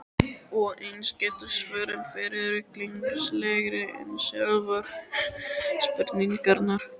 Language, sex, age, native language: Icelandic, male, 12, Icelandic